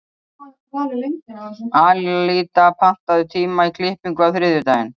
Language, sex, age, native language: Icelandic, female, 30-39, Icelandic